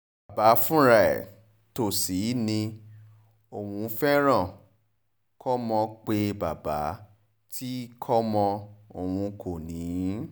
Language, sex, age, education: Yoruba, male, 30-45, tertiary